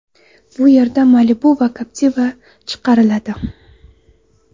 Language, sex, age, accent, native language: Uzbek, female, 19-29, Toshkent viloyati, Uzbek